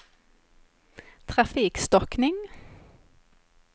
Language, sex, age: Swedish, female, 21